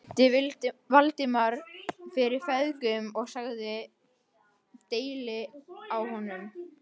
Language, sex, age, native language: Icelandic, male, 12, Icelandic